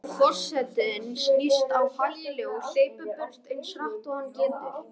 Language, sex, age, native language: Icelandic, male, 18-19, Icelandic